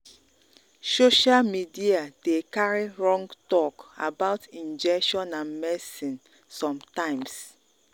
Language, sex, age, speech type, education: Nigerian Pidgin, female, 30-45, spontaneous, tertiary